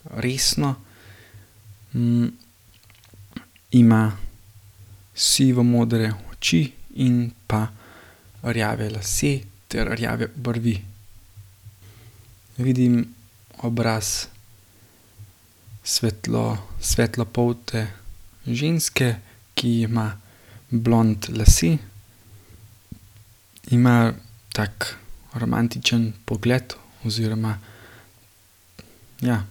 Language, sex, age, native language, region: Slovenian, male, 18-29, Slovenian, Gorenjska region